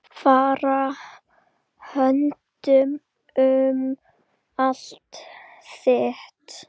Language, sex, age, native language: Icelandic, female, 8, Icelandic